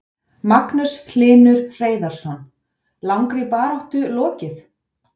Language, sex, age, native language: Icelandic, female, 30-39, Icelandic